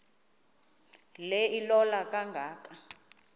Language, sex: Xhosa, female